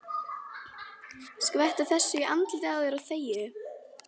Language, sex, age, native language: Icelandic, female, 11, Icelandic